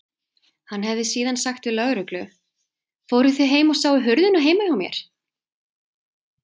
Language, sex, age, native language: Icelandic, female, 30-39, Icelandic